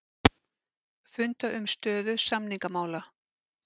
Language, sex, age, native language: Icelandic, female, 50-59, Icelandic